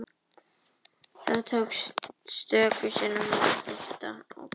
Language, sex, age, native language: Icelandic, female, 18-19, Icelandic